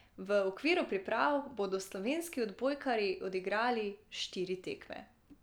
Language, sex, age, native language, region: Slovenian, female, 18-29, Slovenian, Drava region